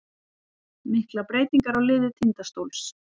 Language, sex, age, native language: Icelandic, female, 40-49, Icelandic